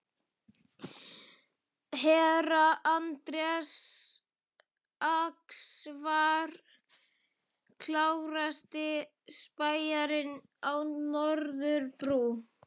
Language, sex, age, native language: Icelandic, male, 12, Icelandic